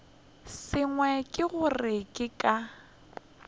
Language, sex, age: Northern Sotho, female, 21